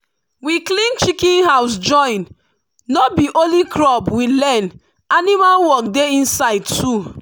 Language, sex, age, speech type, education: Nigerian Pidgin, female, 30-45, spontaneous, tertiary